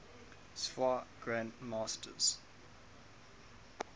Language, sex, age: English, male, 21